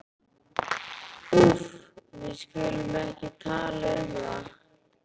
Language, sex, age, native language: Icelandic, male, 11, Icelandic